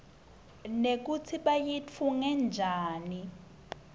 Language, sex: Swati, female